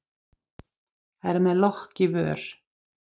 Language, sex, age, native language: Icelandic, female, 50-59, Icelandic